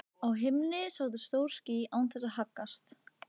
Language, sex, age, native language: Icelandic, female, 15, Icelandic